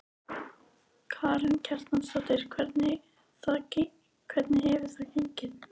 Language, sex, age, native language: Icelandic, female, 13, Icelandic